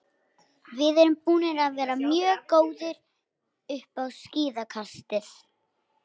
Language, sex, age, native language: Icelandic, female, 60-69, Icelandic